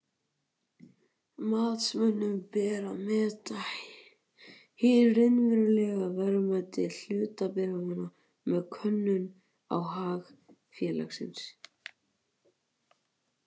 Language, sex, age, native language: Icelandic, male, 18-19, Icelandic